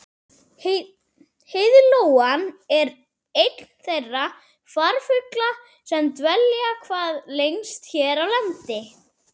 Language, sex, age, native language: Icelandic, female, 40-49, Icelandic